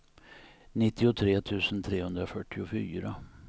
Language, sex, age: Swedish, male, 59